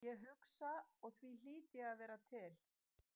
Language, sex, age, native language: Icelandic, female, 50-59, Icelandic